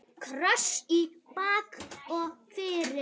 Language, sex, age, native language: Icelandic, female, 9, Icelandic